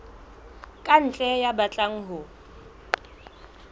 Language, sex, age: Southern Sotho, female, 22